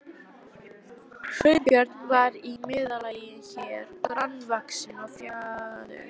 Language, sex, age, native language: Icelandic, female, 12, Icelandic